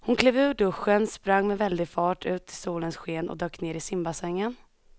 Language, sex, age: Swedish, female, 21